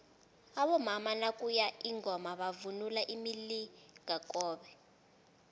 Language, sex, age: South Ndebele, female, 19